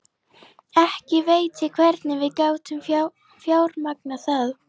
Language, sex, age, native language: Icelandic, female, 11, Icelandic